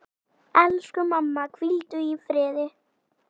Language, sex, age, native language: Icelandic, female, 10, Icelandic